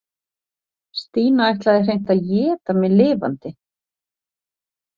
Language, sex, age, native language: Icelandic, female, 40-49, Icelandic